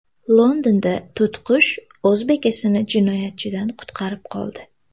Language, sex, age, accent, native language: Uzbek, female, 18-24, Toshkent viloyati, Uzbek